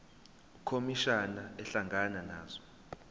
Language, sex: Zulu, male